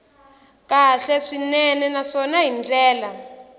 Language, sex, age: Tsonga, female, 18